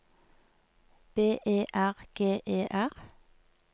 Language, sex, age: Norwegian, female, 46